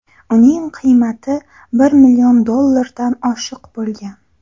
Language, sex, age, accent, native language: Uzbek, female, under 19, Xorazm, Uzbek